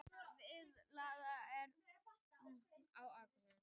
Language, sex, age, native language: Icelandic, female, 18-19, Icelandic